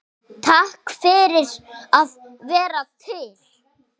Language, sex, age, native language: Icelandic, male, 6, Icelandic